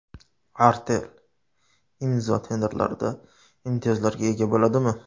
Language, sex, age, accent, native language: Uzbek, male, 25-34, Surxondaryo, Uzbek